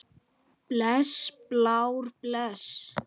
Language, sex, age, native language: Icelandic, male, 8, Icelandic